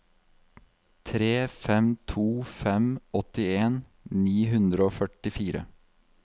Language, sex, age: Norwegian, male, 32